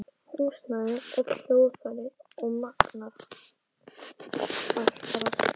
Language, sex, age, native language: Icelandic, male, 12, Icelandic